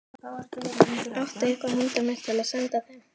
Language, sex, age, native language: Icelandic, female, 13, Icelandic